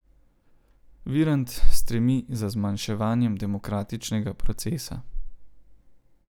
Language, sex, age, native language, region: Slovenian, male, 30-49, Slovenian, Central Slovenia